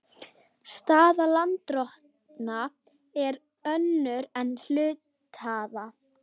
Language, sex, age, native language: Icelandic, female, 12, Swedish